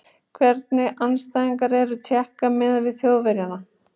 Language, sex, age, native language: Icelandic, female, 40-49, Icelandic